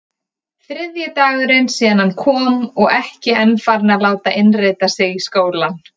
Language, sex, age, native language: Icelandic, female, 30-39, Icelandic